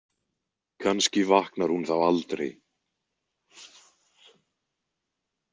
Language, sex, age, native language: Icelandic, male, 20-29, Icelandic